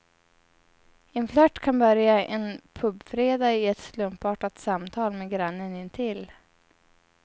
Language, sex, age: Swedish, female, 30